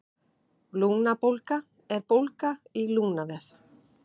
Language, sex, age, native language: Icelandic, female, 30-39, Icelandic